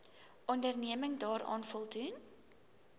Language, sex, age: Afrikaans, female, 19